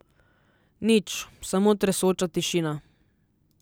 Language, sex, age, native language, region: Slovenian, female, 18-29, Slovenian, Southeast Slovenia